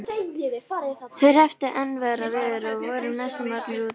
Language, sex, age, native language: Icelandic, female, 13, Icelandic